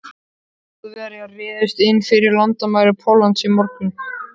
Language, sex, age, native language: Icelandic, male, 13, Icelandic